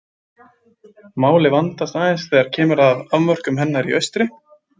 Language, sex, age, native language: Icelandic, male, 20-29, Icelandic